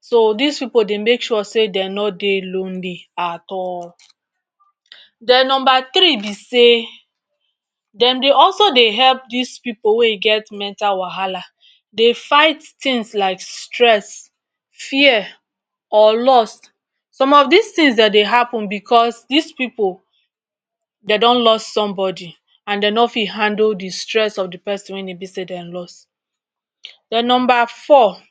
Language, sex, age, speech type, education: Nigerian Pidgin, male, 60+, spontaneous, tertiary